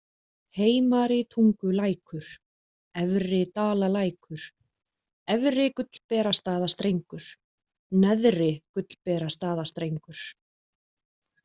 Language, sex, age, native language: Icelandic, female, 40-49, Icelandic